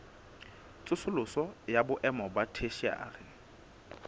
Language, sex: Southern Sotho, female